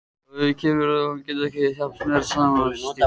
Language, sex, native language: Icelandic, male, Icelandic